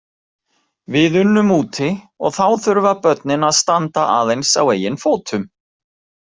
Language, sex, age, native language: Icelandic, male, 40-49, Icelandic